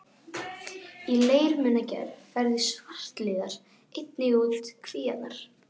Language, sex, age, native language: Icelandic, female, 12, Icelandic